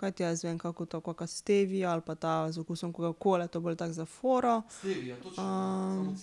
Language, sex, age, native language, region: Slovenian, female, 30-49, Slovenian, Pomurje region